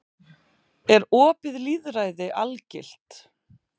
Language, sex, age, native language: Icelandic, female, 8, Icelandic